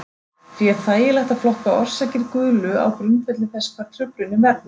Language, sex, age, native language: Icelandic, female, 30-39, Icelandic